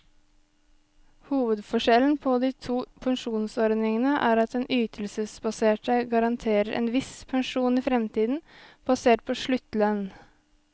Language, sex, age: Norwegian, female, 23